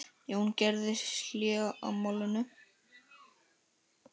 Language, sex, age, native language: Icelandic, male, 10, Icelandic